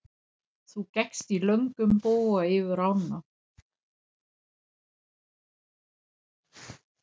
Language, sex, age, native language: Icelandic, female, 60-69, Danish